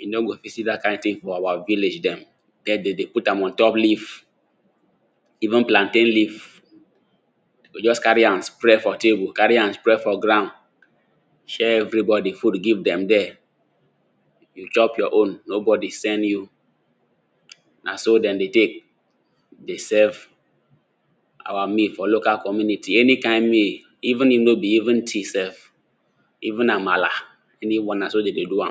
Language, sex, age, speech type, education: Nigerian Pidgin, male, 15-29, spontaneous, tertiary